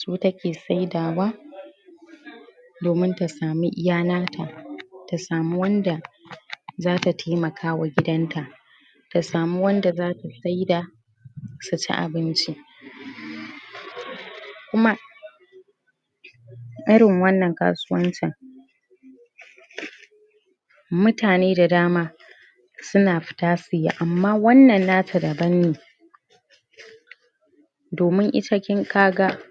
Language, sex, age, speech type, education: Hausa, female, 15-29, spontaneous, primary